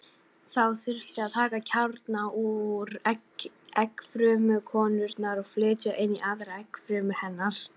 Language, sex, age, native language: Icelandic, female, 40-49, Icelandic